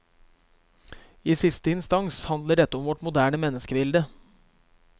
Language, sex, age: Norwegian, male, 23